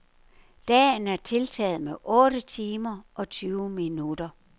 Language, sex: Danish, female